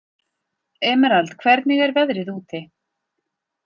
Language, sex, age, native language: Icelandic, female, 40-49, Icelandic